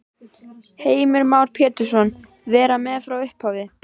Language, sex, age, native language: Icelandic, female, 12, Icelandic